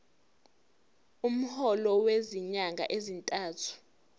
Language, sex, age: Zulu, female, 18